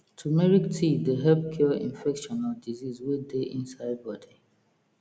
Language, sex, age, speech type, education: Nigerian Pidgin, female, 30-45, spontaneous, tertiary